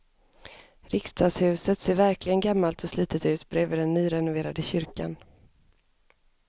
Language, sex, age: Swedish, female, 25